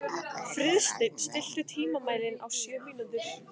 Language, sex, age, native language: Icelandic, female, 15, Icelandic